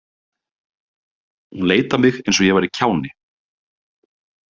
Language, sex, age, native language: Icelandic, male, 30-39, Icelandic